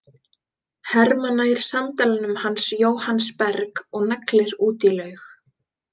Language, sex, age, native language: Icelandic, female, 20-29, Icelandic